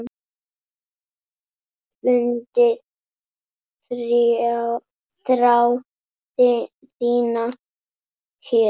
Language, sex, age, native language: Icelandic, male, 8, Icelandic